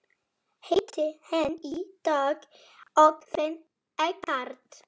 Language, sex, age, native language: Icelandic, male, 30-39, Polish